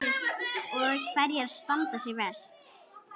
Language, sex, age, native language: Icelandic, female, 8, Icelandic